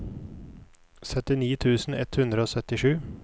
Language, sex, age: Norwegian, male, 29